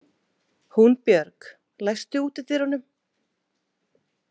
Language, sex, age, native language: Icelandic, female, 20-29, Icelandic